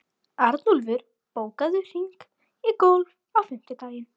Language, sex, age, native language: Icelandic, female, 40-49, Icelandic